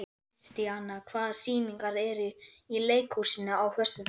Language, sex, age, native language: Icelandic, male, 11, Icelandic